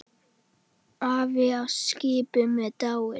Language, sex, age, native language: Icelandic, male, 10, Icelandic